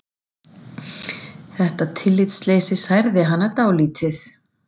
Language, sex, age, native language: Icelandic, female, 40-49, Icelandic